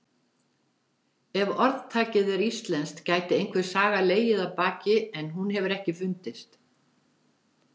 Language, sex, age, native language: Icelandic, female, 70-79, Icelandic